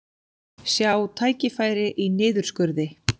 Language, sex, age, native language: Icelandic, female, 40-49, Icelandic